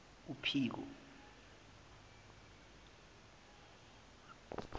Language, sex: Zulu, male